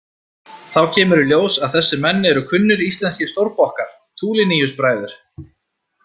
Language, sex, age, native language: Icelandic, male, 30-39, Icelandic